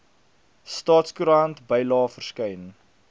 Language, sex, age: Afrikaans, male, 22